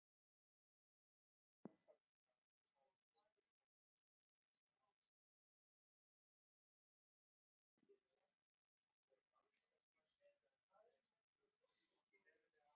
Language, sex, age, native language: Icelandic, female, 30-39, Icelandic